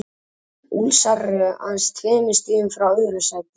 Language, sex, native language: Icelandic, male, Icelandic